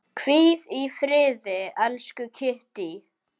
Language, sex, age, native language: Icelandic, male, 10, Icelandic